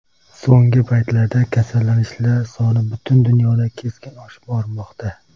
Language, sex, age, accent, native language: Uzbek, male, 19-29, Toshkent viloyati, Uzbek